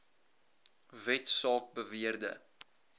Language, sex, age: Afrikaans, male, 21